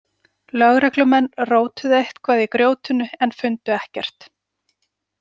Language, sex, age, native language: Icelandic, female, 40-49, Icelandic